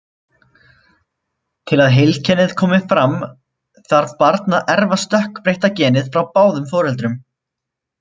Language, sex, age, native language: Icelandic, male, 20-29, Icelandic